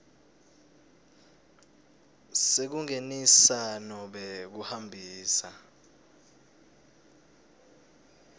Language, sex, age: Swati, male, 20